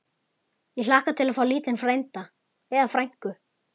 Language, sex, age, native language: Icelandic, male, 11, Icelandic